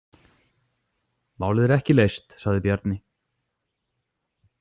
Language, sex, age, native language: Icelandic, male, 40-49, Icelandic